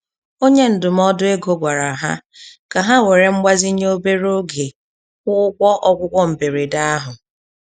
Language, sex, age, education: Igbo, female, 30-45, tertiary